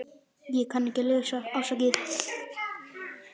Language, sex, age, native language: Icelandic, male, 9, Icelandic